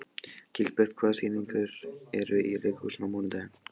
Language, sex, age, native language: Icelandic, male, 14, Icelandic